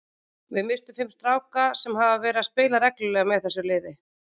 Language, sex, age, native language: Icelandic, female, 40-49, Icelandic